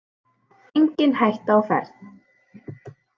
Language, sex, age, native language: Icelandic, female, 18-19, Icelandic